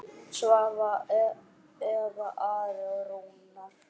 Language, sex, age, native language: Icelandic, male, 8, Icelandic